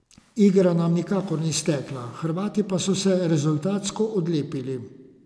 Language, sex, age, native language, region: Slovenian, male, 50-59, Slovenian, Savinja region